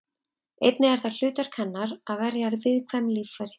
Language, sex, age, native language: Icelandic, female, 30-39, Icelandic